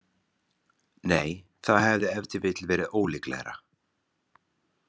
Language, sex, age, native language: Icelandic, male, 30-39, Icelandic